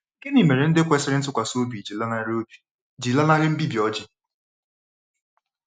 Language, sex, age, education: Igbo, male, 15-29, tertiary